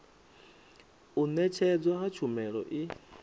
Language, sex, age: Venda, male, 24